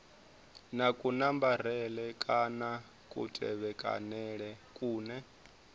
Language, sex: Venda, male